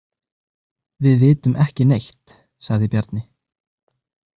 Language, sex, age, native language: Icelandic, male, 20-29, Icelandic